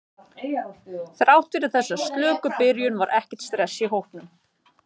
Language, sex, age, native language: Icelandic, male, 30-39, Icelandic